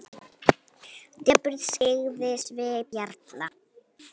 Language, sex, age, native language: Icelandic, female, 9, Icelandic